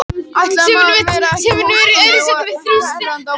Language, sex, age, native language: Icelandic, female, 11, Icelandic